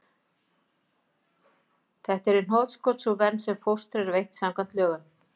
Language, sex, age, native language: Icelandic, female, 50-59, Icelandic